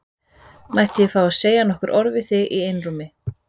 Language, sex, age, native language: Icelandic, female, 30-39, Icelandic